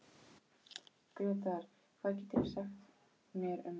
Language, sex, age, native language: Icelandic, female, 12, Icelandic